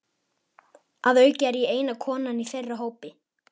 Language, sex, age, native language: Icelandic, male, 11, Icelandic